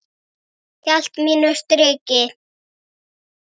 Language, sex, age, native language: Icelandic, male, 9, Icelandic